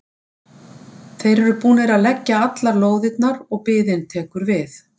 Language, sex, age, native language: Icelandic, female, 60-69, Icelandic